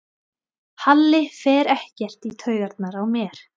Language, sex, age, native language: Icelandic, female, 20-29, Thai